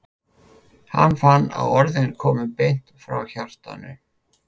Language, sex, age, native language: Icelandic, male, 50-59, Icelandic